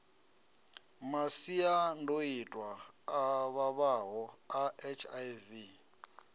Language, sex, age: Venda, male, 33